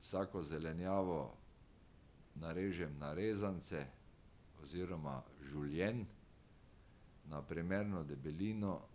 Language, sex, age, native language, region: Slovenian, male, 60+, Slovenian, Drava region